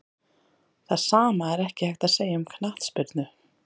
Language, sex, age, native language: Icelandic, female, 30-39, Icelandic